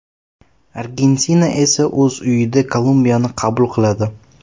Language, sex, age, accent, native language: Uzbek, male, 12-17, Toshkent shahri, Uzbek